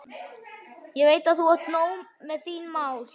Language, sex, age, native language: Icelandic, male, 11, Icelandic